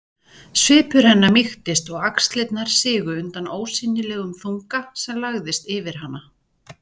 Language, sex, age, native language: Icelandic, female, 40-49, Icelandic